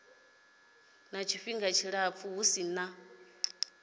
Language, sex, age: Venda, female, 30